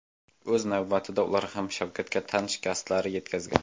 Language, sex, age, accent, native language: Uzbek, male, under 19, Jizzax, Uzbek